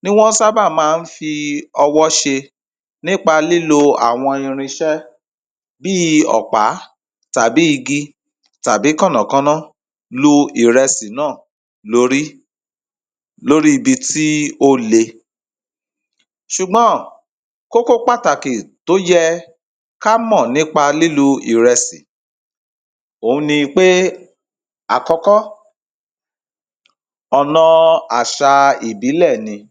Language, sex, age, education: Yoruba, male, 30-45, primary